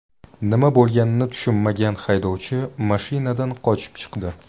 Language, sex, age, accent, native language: Uzbek, male, 19-29, Buxoro, Uzbek